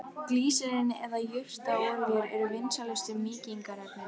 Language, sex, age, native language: Icelandic, female, 18-19, Icelandic